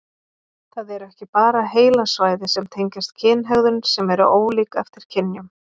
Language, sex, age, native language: Icelandic, female, 30-39, Icelandic